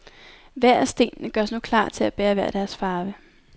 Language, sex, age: Danish, female, 19